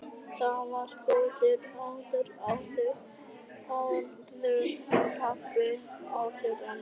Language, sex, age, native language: Icelandic, male, 11, Icelandic